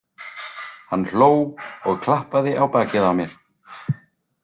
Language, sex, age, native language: Icelandic, male, 40-49, Icelandic